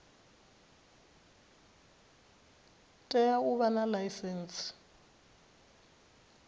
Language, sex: Venda, female